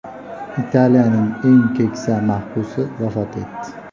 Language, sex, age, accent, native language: Uzbek, male, 25-34, Jizzax, Uzbek